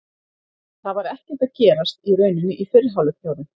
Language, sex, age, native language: Icelandic, female, 50-59, Icelandic